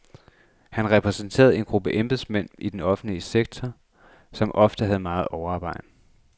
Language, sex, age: Danish, male, 26